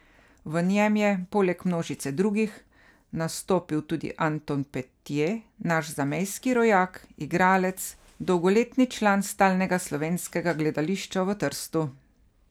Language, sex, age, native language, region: Slovenian, female, 50-59, Slovenian, Carinthia region